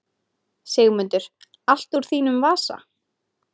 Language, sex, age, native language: Icelandic, female, 20-29, Icelandic